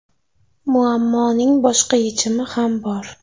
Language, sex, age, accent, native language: Uzbek, female, 25-34, Toshkent shahri, Uzbek